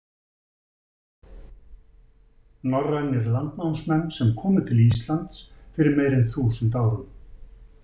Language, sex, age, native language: Icelandic, male, 50-59, Icelandic